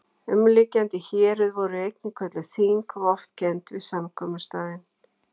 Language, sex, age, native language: Icelandic, female, 40-49, Icelandic